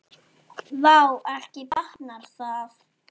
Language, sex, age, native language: Icelandic, female, 7, Icelandic